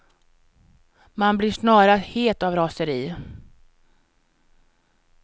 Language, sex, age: Swedish, female, 49